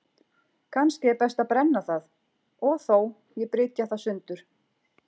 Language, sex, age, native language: Icelandic, female, 40-49, Icelandic